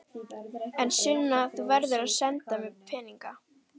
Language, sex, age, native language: Icelandic, female, 11, Icelandic